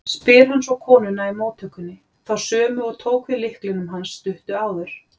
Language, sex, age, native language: Icelandic, female, 40-49, Icelandic